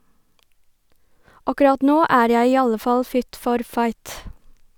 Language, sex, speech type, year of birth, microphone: Norwegian, female, read, 1990, Sennheiser